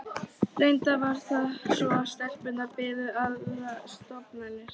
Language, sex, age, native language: Icelandic, female, 13, Icelandic